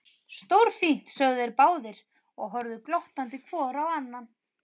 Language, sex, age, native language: Icelandic, female, 30-39, Icelandic